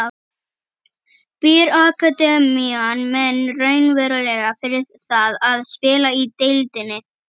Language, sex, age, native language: Icelandic, female, 11, Icelandic